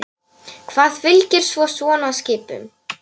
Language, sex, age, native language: Icelandic, male, 9, Polish